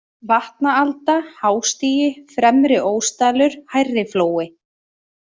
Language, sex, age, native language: Icelandic, female, 30-39, Icelandic